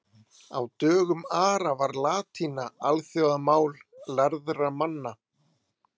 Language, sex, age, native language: Icelandic, male, 30-39, Icelandic